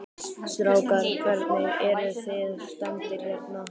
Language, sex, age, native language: Icelandic, male, 12, Icelandic